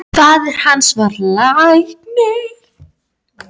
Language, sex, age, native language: Icelandic, female, 10, Icelandic